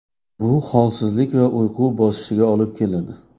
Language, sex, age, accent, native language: Uzbek, male, 35+, Namangan, Uzbek